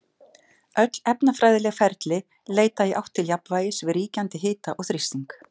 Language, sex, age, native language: Icelandic, female, 50-59, Icelandic